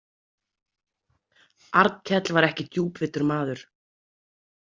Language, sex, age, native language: Icelandic, female, 30-39, Icelandic